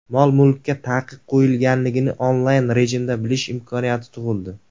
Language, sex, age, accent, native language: Uzbek, male, 19-29, Surxondaryo, Uzbek